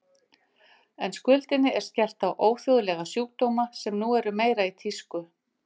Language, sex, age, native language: Icelandic, female, 50-59, Icelandic